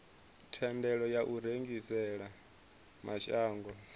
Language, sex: Venda, male